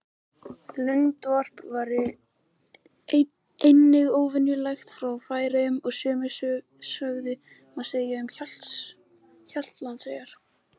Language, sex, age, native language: Icelandic, male, 18-19, Icelandic